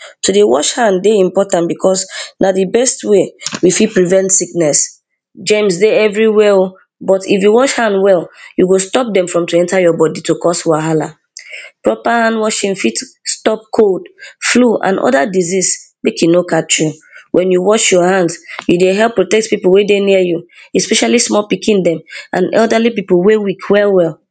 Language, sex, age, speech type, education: Nigerian Pidgin, female, 15-29, spontaneous, primary